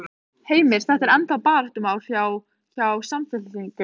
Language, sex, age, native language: Icelandic, female, 15, Icelandic